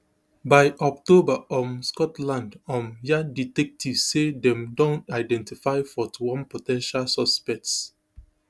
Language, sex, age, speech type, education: Nigerian Pidgin, male, 30-45, spontaneous, tertiary